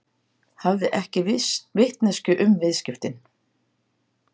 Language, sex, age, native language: Icelandic, female, 60-69, Icelandic